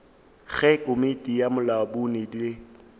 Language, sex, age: Northern Sotho, male, 18